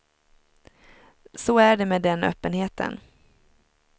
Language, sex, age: Swedish, female, 23